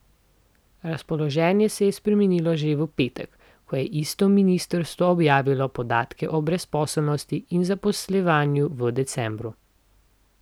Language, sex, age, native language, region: Slovenian, female, 18-29, Slovenian, Central Slovenia